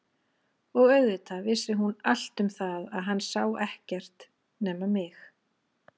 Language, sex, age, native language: Icelandic, female, 40-49, Icelandic